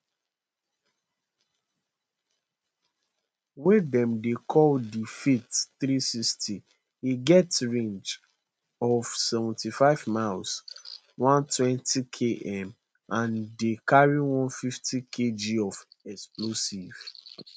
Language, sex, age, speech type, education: Nigerian Pidgin, male, 15-29, spontaneous, secondary